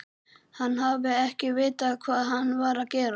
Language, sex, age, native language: Icelandic, male, 11, Icelandic